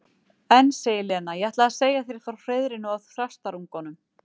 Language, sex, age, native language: Icelandic, female, 40-49, Icelandic